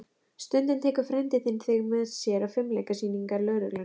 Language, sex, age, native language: Icelandic, female, 11, Icelandic